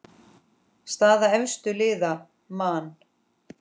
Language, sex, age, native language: Icelandic, female, 10, Icelandic